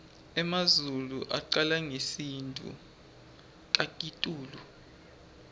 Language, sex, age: Swati, male, 20